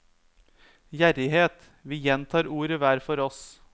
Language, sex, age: Norwegian, male, 30